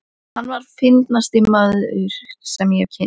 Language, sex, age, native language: Icelandic, female, 11, Icelandic